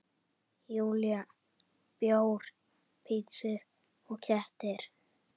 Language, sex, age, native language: Icelandic, male, 10, Icelandic